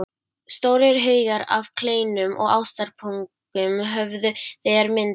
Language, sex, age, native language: Icelandic, female, 12, Icelandic